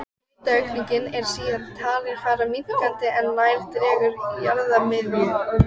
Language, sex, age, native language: Icelandic, female, 14, Icelandic